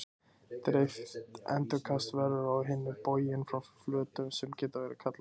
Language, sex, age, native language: Icelandic, male, 20-29, Icelandic